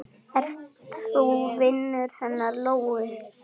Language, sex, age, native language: Icelandic, male, 7, Icelandic